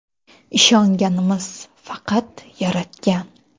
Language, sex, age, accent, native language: Uzbek, female, 18-24, Qoraqalpog'iston, Uzbek